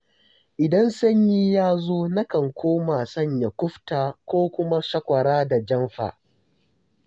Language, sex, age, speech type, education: Hausa, male, 15-29, spontaneous, tertiary